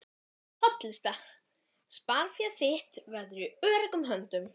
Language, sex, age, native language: Icelandic, female, 11, Icelandic